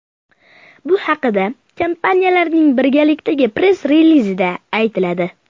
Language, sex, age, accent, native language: Uzbek, male, under 19, Farg'ona, Uzbek